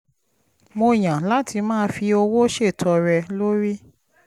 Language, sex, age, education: Yoruba, female, 30-45, tertiary